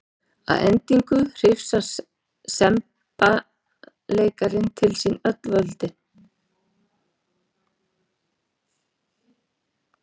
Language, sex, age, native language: Icelandic, female, 40-49, Icelandic